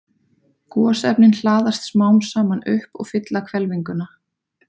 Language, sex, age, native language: Icelandic, female, 30-39, Icelandic